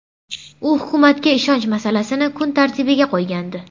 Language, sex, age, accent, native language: Uzbek, female, under 19, Surxondaryo, Uzbek